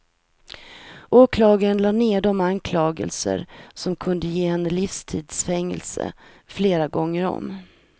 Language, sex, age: Swedish, female, 43